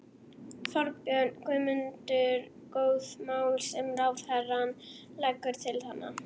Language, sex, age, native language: Icelandic, female, 11, Icelandic